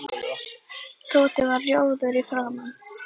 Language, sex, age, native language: Icelandic, female, 10, Icelandic